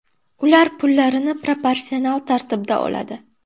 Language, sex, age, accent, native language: Uzbek, female, under 19, Buxoro, Uzbek